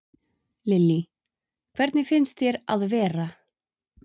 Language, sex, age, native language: Icelandic, female, 30-39, Icelandic